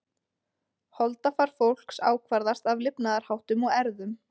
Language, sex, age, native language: Icelandic, female, 20-29, Icelandic